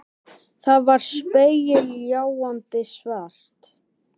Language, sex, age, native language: Icelandic, male, 18-19, Icelandic